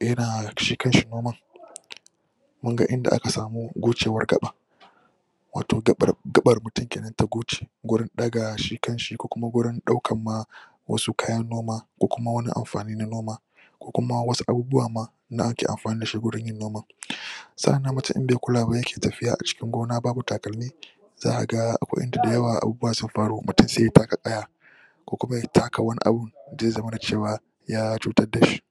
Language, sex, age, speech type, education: Hausa, male, 15-29, spontaneous, tertiary